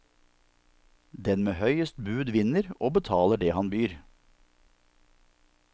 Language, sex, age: Norwegian, male, 47